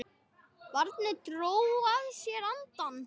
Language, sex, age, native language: Icelandic, male, 9, Icelandic